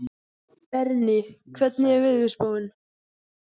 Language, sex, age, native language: Icelandic, male, 14, Icelandic